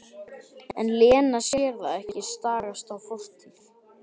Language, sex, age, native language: Icelandic, male, 12, Icelandic